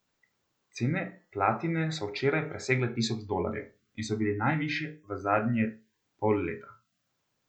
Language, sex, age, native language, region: Slovenian, male, 18-29, Slovenian, Central Slovenia